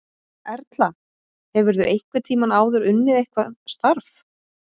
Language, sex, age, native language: Icelandic, female, 20-29, Icelandic